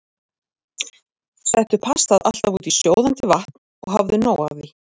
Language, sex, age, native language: Icelandic, female, 40-49, Icelandic